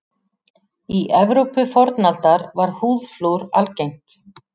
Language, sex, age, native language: Icelandic, female, 40-49, Icelandic